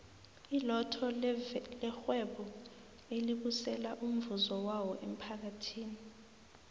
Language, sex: South Ndebele, female